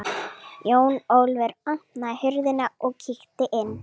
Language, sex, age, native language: Icelandic, female, 40-49, Icelandic